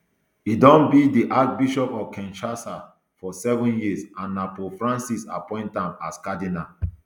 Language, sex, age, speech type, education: Nigerian Pidgin, male, 30-45, spontaneous, tertiary